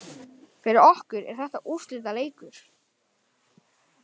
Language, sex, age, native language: Icelandic, male, 18-19, Icelandic